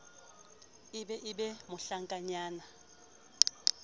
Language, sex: Southern Sotho, female